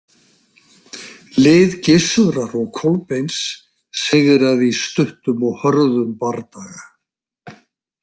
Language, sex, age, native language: Icelandic, male, 60-69, Icelandic